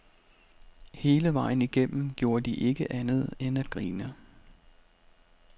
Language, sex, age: Danish, male, 32